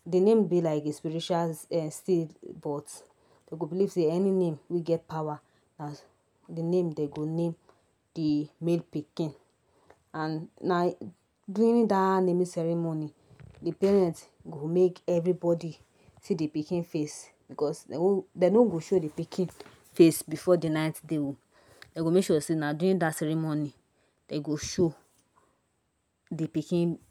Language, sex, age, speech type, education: Nigerian Pidgin, female, 60+, spontaneous, tertiary